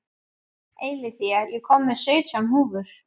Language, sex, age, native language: Icelandic, female, 11, Icelandic